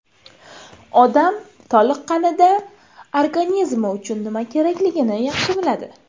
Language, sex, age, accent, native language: Uzbek, female, 19-29, Toshkent shahri, Uzbek